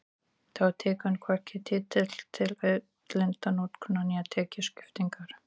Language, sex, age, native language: Icelandic, female, 40-49, Icelandic